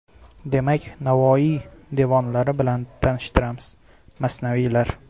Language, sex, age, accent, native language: Uzbek, male, 18-24, Xorazm, Uzbek